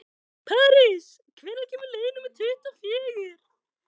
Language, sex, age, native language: Icelandic, male, 13, Icelandic